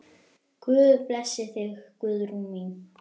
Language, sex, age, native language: Icelandic, female, 10, Icelandic